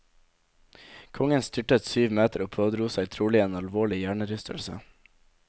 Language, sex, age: Norwegian, male, 17